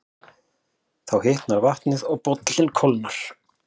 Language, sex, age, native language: Icelandic, male, 40-49, Icelandic